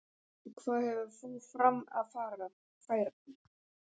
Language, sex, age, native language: Icelandic, male, 11, Icelandic